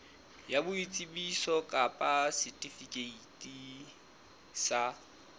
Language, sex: Southern Sotho, male